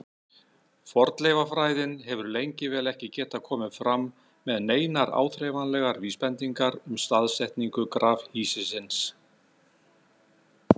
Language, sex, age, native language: Icelandic, male, 60-69, Icelandic